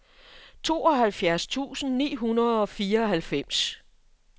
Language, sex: Danish, female